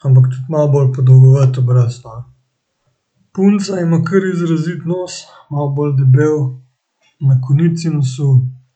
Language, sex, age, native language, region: Slovenian, male, 18-29, Slovenian, Central Slovenia